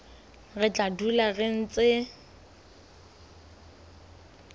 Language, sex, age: Southern Sotho, female, 25